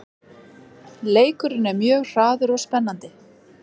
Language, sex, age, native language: Icelandic, female, 40-49, Icelandic